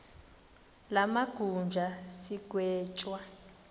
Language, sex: Xhosa, male